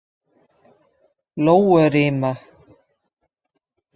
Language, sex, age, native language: Icelandic, female, 50-59, Dutch